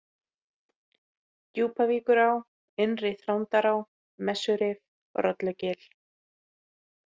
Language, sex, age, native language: Icelandic, female, 30-39, Icelandic